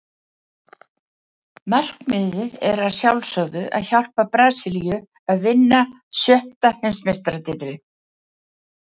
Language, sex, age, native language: Icelandic, female, 70-79, Icelandic